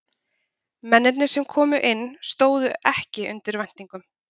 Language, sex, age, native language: Icelandic, female, 30-39, Icelandic